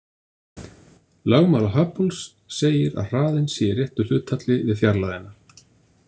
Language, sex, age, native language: Icelandic, male, 50-59, Icelandic